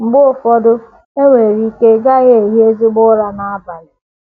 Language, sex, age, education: Igbo, female, 15-29, tertiary